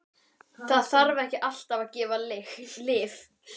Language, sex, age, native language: Icelandic, female, 12, Icelandic